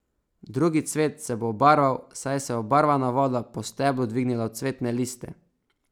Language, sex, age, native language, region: Slovenian, male, 18-29, Slovenian, Savinja region